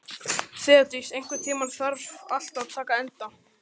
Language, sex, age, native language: Icelandic, male, 12, Icelandic